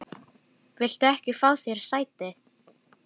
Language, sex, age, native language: Icelandic, female, 10, Filipino